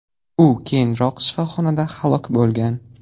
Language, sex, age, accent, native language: Uzbek, male, 18-24, Surxondaryo, Uzbek